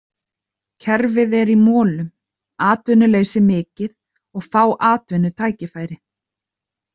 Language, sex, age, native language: Icelandic, female, 30-39, Icelandic